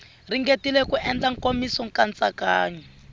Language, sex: Tsonga, female